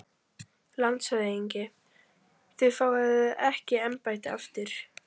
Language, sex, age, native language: Icelandic, female, 12, Icelandic